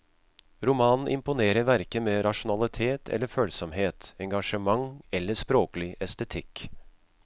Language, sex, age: Norwegian, male, 36